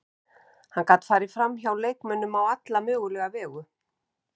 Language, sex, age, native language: Icelandic, female, 50-59, Icelandic